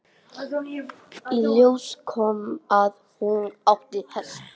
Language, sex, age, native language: Icelandic, male, 18-19, English